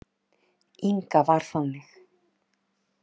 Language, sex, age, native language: Icelandic, female, 30-39, Icelandic